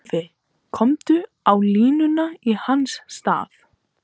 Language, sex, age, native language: Icelandic, female, 13, Icelandic